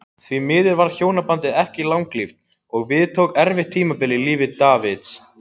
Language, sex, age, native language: Icelandic, other, 18-19, Icelandic